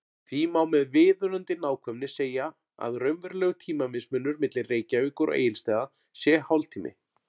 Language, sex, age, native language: Icelandic, male, 40-49, Icelandic